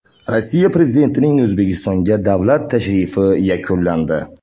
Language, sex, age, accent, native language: Uzbek, male, 18-24, Andijon, Uzbek